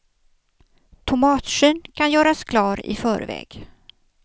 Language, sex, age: Swedish, female, 56